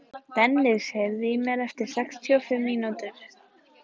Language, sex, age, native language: Icelandic, female, 14, Icelandic